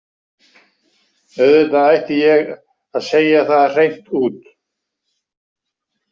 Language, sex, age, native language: Icelandic, male, 60-69, Icelandic